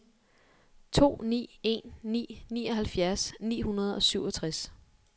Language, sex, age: Danish, female, 23